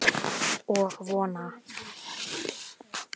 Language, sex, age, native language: Icelandic, male, 10, Icelandic